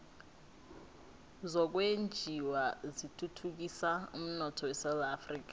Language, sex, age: South Ndebele, female, 19